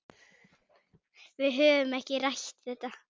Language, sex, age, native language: Icelandic, female, 9, Icelandic